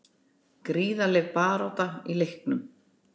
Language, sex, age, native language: Icelandic, female, 60-69, Icelandic